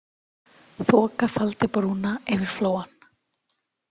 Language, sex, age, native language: Icelandic, female, 30-39, Icelandic